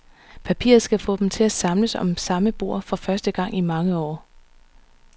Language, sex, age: Danish, female, 39